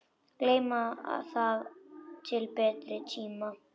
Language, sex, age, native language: Icelandic, female, 10, Icelandic